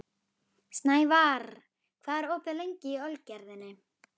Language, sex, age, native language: Icelandic, female, 11, Icelandic